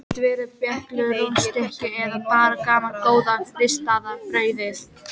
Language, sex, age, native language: Icelandic, female, 12, Icelandic